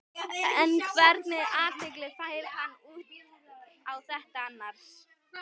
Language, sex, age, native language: Icelandic, female, 12, Icelandic